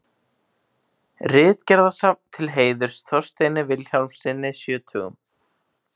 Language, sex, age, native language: Icelandic, male, 18-19, Icelandic